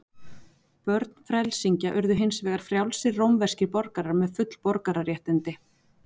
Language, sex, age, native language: Icelandic, female, 40-49, Icelandic